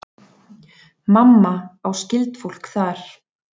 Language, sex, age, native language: Icelandic, female, 30-39, Icelandic